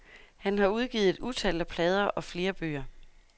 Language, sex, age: Danish, female, 32